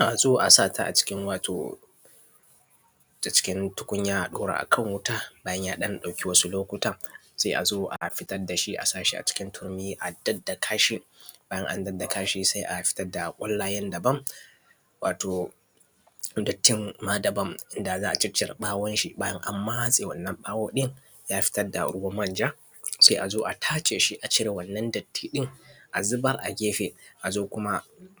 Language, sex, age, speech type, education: Hausa, male, 15-29, spontaneous, tertiary